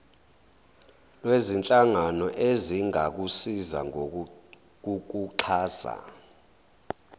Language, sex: Zulu, male